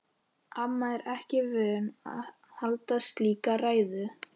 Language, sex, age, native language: Icelandic, male, 13, Icelandic